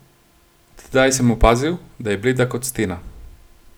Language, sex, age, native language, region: Slovenian, male, 30-49, Slovenian, Gorenjska region